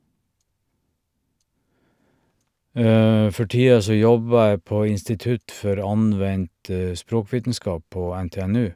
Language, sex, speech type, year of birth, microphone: Norwegian, male, spontaneous, 1951, Shure